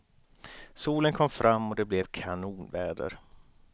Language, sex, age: Swedish, male, 29